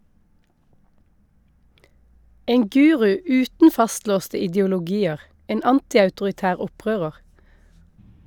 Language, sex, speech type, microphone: Norwegian, female, read, Shure